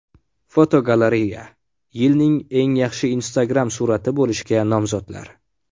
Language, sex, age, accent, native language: Uzbek, male, 18-24, Farg'ona, Uzbek